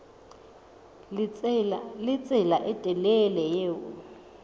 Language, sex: Southern Sotho, female